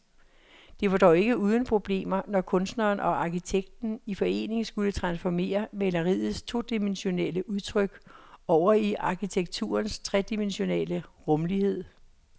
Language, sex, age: Danish, female, 66